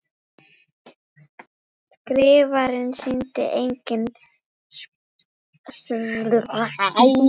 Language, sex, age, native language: Icelandic, female, 40-49, Icelandic